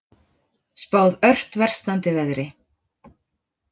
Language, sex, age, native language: Icelandic, female, 40-49, Icelandic